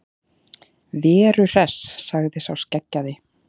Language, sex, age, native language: Icelandic, female, 30-39, Icelandic